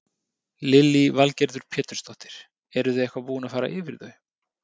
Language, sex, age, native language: Icelandic, male, 30-39, Icelandic